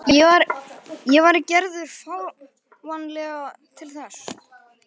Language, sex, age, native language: Icelandic, male, 11, Icelandic